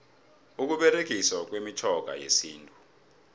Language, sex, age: South Ndebele, male, 26